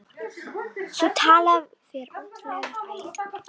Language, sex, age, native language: Icelandic, male, 18-19, Icelandic